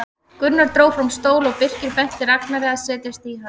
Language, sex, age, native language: Icelandic, female, 30-39, Icelandic